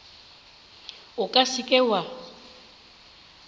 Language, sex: Northern Sotho, female